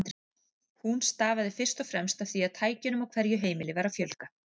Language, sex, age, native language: Icelandic, female, 40-49, Icelandic